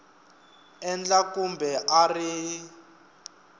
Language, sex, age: Tsonga, male, 25